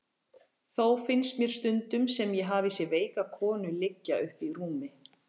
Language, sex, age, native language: Icelandic, female, 40-49, Icelandic